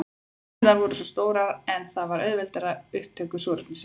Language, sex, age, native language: Icelandic, female, 30-39, Icelandic